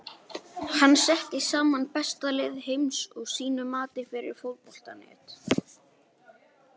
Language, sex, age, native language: Icelandic, male, 18-19, Icelandic